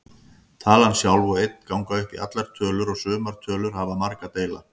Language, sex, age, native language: Icelandic, male, 50-59, Icelandic